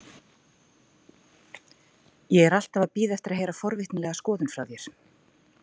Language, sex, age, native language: Icelandic, female, 40-49, Icelandic